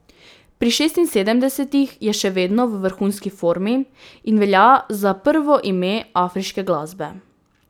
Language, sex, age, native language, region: Slovenian, female, 18-29, Slovenian, Drava region